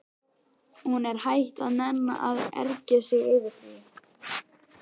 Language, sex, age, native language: Icelandic, male, 11, Icelandic